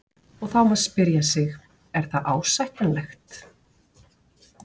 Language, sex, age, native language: Icelandic, female, 40-49, Icelandic